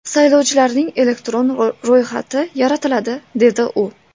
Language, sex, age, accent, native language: Uzbek, female, 18-24, Toshkent viloyati, Uzbek